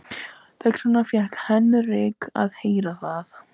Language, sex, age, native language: Icelandic, female, 13, Icelandic